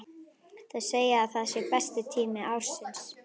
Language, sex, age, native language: Icelandic, female, 11, Icelandic